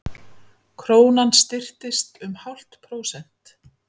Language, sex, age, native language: Icelandic, female, 50-59, Icelandic